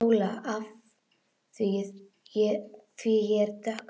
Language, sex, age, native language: Icelandic, female, 11, Icelandic